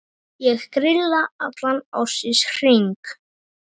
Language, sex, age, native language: Icelandic, male, 9, Icelandic